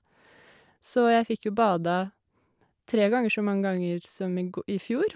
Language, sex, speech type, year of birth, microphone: Norwegian, female, spontaneous, 1986, Shure